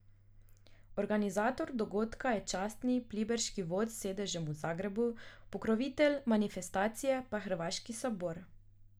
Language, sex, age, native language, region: Slovenian, female, 18-29, Slovenian, Drava region